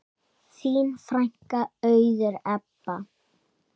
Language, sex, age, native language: Icelandic, male, 7, Icelandic